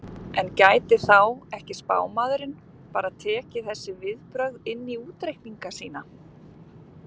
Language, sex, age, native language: Icelandic, female, 50-59, Icelandic